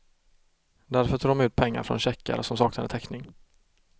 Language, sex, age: Swedish, male, 32